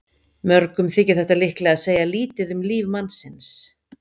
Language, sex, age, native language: Icelandic, female, 50-59, Icelandic